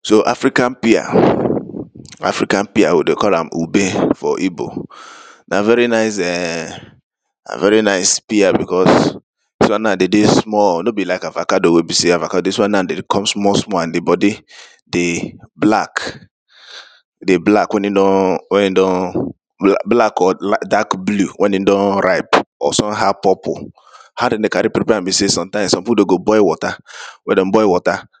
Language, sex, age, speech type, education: Nigerian Pidgin, male, 30-45, spontaneous, secondary